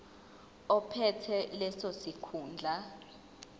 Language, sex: Zulu, female